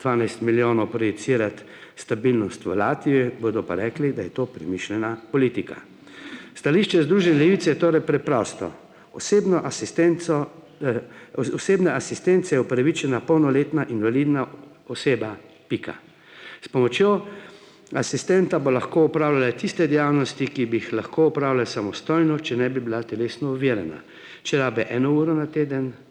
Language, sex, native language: Slovenian, male, Slovenian